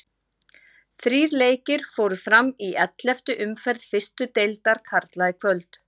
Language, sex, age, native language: Icelandic, female, 40-49, Icelandic